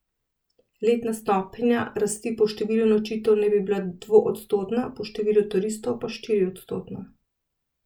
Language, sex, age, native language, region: Slovenian, female, 30-49, Slovenian, Central Slovenia